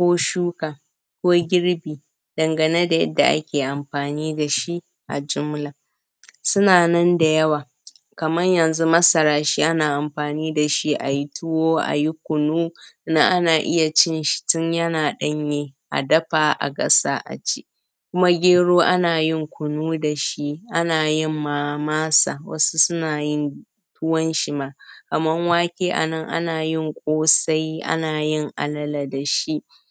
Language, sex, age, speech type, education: Hausa, female, 15-29, spontaneous, primary